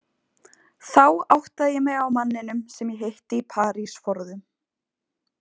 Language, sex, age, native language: Icelandic, female, 20-29, Icelandic